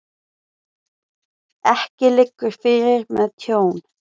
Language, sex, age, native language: Icelandic, female, 20-29, Icelandic